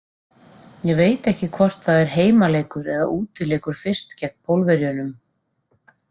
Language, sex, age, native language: Icelandic, female, 40-49, Icelandic